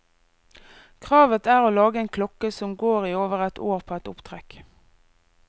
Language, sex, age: Norwegian, female, 24